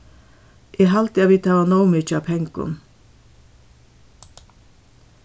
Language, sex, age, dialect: Faroese, female, 61+, Suðurstreymoy